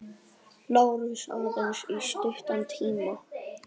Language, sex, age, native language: Icelandic, male, 9, Icelandic